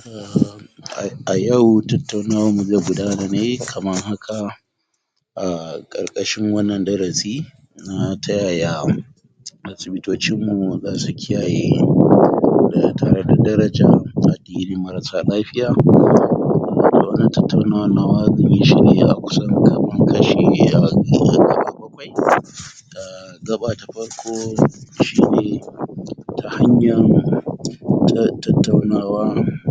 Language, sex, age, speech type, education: Hausa, male, 46-60, spontaneous, tertiary